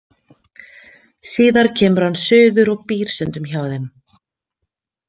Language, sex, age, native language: Icelandic, female, 50-59, Icelandic